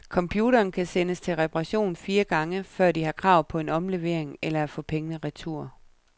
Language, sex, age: Danish, female, 37